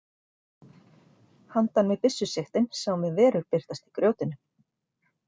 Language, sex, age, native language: Icelandic, female, 40-49, Icelandic